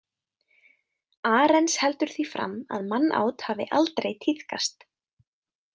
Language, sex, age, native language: Icelandic, female, 20-29, Icelandic